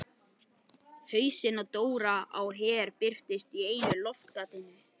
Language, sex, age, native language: Icelandic, male, 12, Icelandic